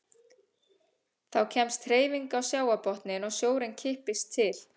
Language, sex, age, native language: Icelandic, female, 30-39, Icelandic